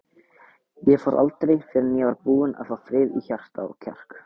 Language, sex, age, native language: Icelandic, male, 18-19, Icelandic